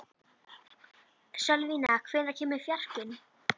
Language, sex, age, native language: Icelandic, female, 11, Icelandic